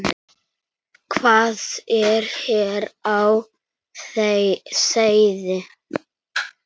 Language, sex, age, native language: Icelandic, male, 9, Icelandic